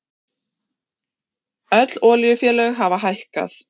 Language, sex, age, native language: Icelandic, female, 30-39, Icelandic